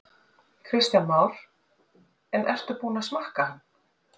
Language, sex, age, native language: Icelandic, female, 40-49, Icelandic